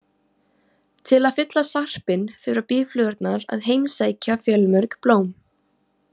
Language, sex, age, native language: Icelandic, female, 18-19, Icelandic